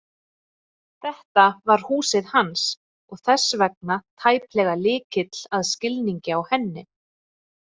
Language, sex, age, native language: Icelandic, female, 30-39, Icelandic